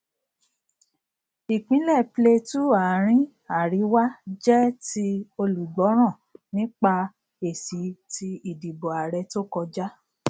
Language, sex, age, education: Yoruba, female, 46-60, tertiary